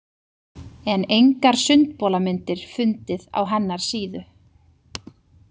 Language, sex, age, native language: Icelandic, female, 30-39, Icelandic